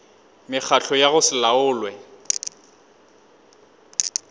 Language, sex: Northern Sotho, male